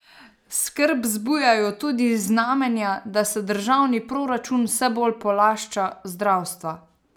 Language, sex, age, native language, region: Slovenian, female, 30-49, Slovenian, Savinja region